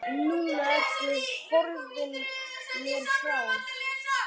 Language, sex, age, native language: Icelandic, male, 9, Icelandic